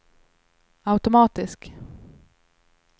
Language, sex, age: Swedish, female, 21